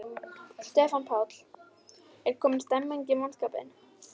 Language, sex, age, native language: Icelandic, female, 11, Icelandic